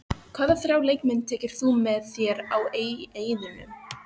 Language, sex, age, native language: Icelandic, female, 14, Filipino